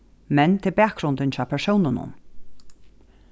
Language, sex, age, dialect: Faroese, female, 36-60, Norðuroyggjar